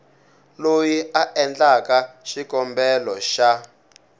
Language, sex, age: Tsonga, male, 19